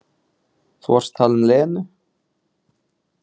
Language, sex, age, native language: Icelandic, male, 20-29, Icelandic